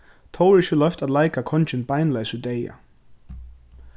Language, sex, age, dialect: Faroese, male, 15-35, Suðurstreymoy